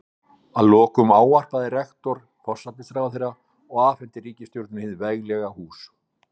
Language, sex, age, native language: Icelandic, male, 60-69, Icelandic